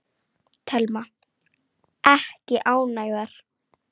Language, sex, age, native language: Icelandic, female, 9, Icelandic